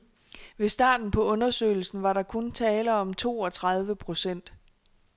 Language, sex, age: Danish, female, 26